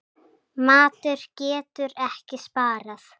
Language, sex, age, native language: Icelandic, female, 7, Icelandic